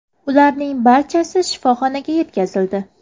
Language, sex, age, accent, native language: Uzbek, female, 19-29, Samarqand, Uzbek